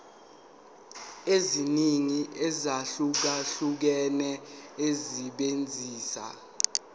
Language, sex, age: Zulu, male, 19